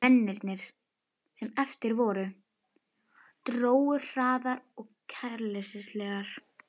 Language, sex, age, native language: Icelandic, female, 11, Icelandic